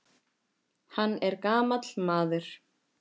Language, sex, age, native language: Icelandic, female, 10, Icelandic